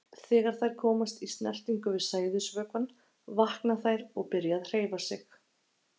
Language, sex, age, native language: Icelandic, female, 30-39, Icelandic